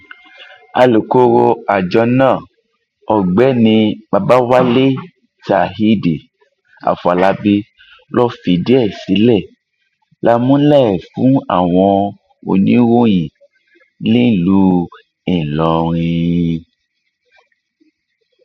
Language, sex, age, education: Yoruba, male, 15-29, tertiary